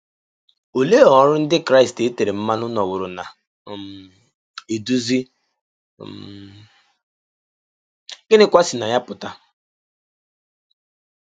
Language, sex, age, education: Igbo, male, 15-29, tertiary